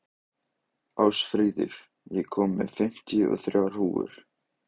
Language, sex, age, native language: Icelandic, male, 18-19, Icelandic